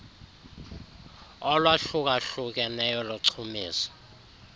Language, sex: Xhosa, male